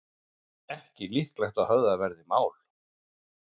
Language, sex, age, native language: Icelandic, male, 40-49, Icelandic